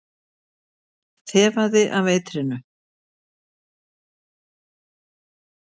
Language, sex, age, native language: Icelandic, female, 70-79, Icelandic